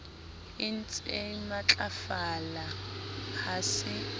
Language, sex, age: Southern Sotho, female, 25